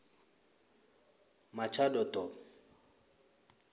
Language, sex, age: South Ndebele, male, 20